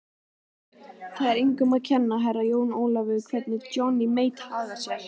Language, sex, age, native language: Icelandic, female, 18-19, Icelandic